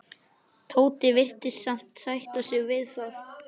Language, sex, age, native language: Icelandic, male, 11, Icelandic